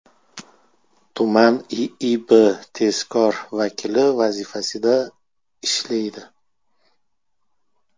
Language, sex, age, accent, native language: Uzbek, male, 35+, Toshkent viloyati, Uzbek